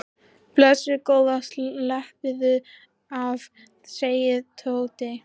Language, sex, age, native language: Icelandic, female, 13, Icelandic